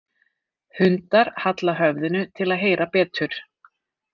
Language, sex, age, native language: Icelandic, female, 30-39, Icelandic